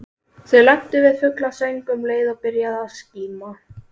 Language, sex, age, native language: Icelandic, female, 12, Icelandic